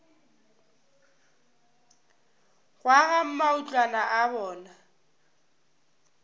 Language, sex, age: Northern Sotho, female, 18